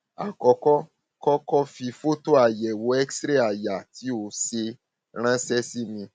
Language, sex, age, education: Yoruba, male, 30-45, tertiary